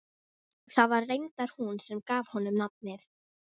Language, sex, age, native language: Icelandic, female, 13, Icelandic